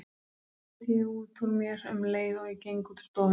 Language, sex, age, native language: Icelandic, female, 30-39, Icelandic